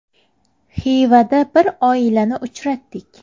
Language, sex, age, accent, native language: Uzbek, female, 19-29, Samarqand, Uzbek